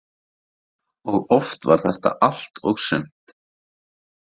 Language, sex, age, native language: Icelandic, male, 18-19, Icelandic